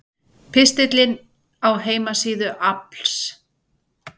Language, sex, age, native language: Icelandic, female, 40-49, Icelandic